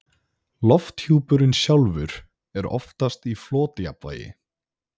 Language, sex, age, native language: Icelandic, male, 20-29, Icelandic